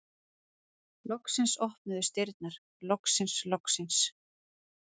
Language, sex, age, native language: Icelandic, female, 30-39, Icelandic